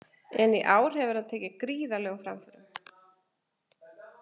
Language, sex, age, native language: Icelandic, female, 40-49, Icelandic